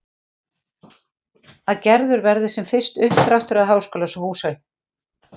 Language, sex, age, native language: Icelandic, female, 40-49, Icelandic